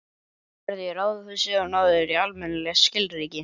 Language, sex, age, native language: Icelandic, male, 11, Icelandic